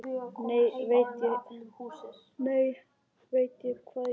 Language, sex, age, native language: Icelandic, male, 11, Icelandic